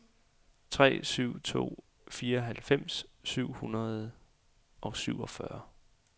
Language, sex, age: Danish, male, 28